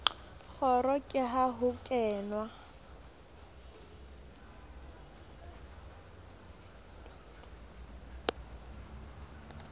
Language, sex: Southern Sotho, female